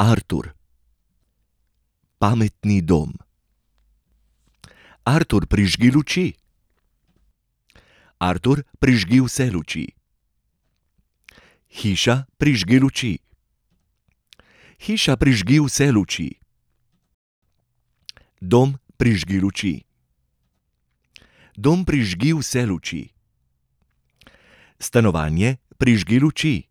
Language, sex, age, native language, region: Slovenian, male, 30-49, Slovenian, Gorenjska region